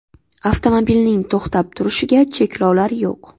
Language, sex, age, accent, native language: Uzbek, female, 18-24, Navoiy, Uzbek